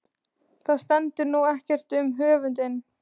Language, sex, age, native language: Icelandic, female, 14, Icelandic